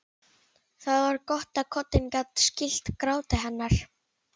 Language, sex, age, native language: Icelandic, female, 11, Icelandic